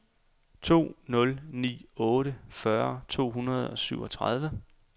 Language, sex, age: Danish, male, 28